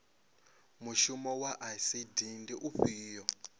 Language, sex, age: Venda, male, 26